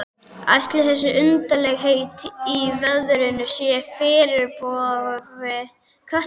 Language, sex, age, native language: Icelandic, male, 12, Icelandic